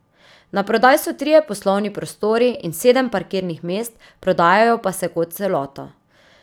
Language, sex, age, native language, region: Slovenian, female, 30-49, Slovenian, Drava region